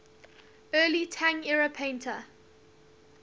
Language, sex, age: English, female, 19